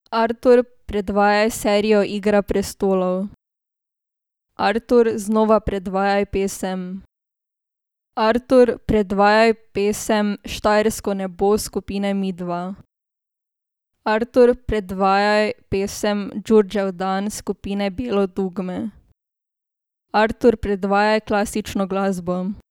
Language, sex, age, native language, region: Slovenian, female, 18-29, Slovenian, Drava region